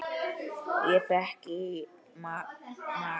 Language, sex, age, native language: Icelandic, male, 10, Icelandic